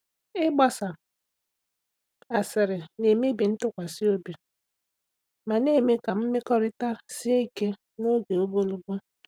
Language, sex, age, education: Igbo, female, 30-45, tertiary